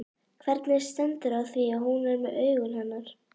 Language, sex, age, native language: Icelandic, female, 11, Icelandic